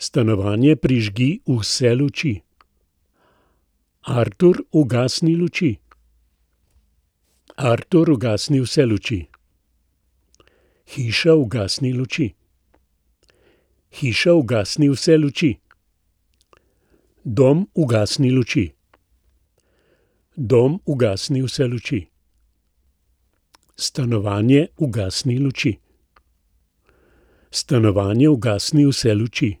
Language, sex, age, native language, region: Slovenian, male, 60+, Slovenian, Central Slovenia